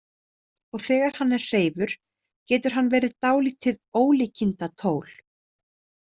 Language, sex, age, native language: Icelandic, female, 30-39, Icelandic